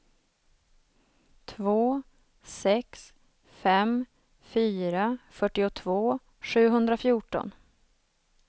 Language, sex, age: Swedish, female, 27